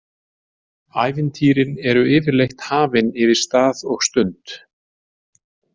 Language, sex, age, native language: Icelandic, male, 40-49, Icelandic